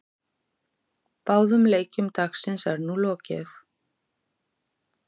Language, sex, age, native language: Icelandic, female, 40-49, Icelandic